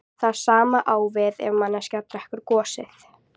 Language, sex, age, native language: Icelandic, female, 40-49, Icelandic